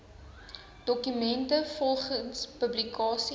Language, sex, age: Afrikaans, female, 19